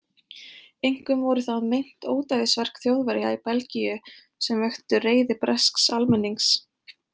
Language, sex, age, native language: Icelandic, female, 20-29, Icelandic